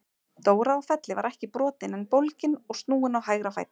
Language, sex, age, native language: Icelandic, female, 30-39, Icelandic